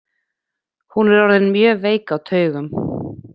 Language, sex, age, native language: Icelandic, female, 20-29, Icelandic